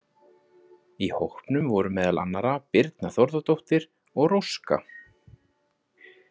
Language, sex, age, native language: Icelandic, male, 30-39, Icelandic